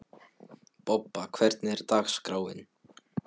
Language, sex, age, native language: Icelandic, male, 12, Polish